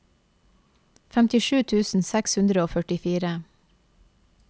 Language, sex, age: Norwegian, female, 28